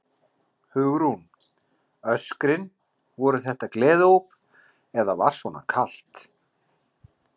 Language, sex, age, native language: Icelandic, male, 40-49, Icelandic